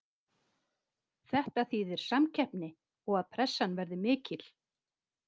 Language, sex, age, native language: Icelandic, female, 50-59, Icelandic